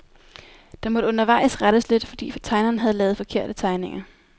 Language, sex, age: Danish, female, 19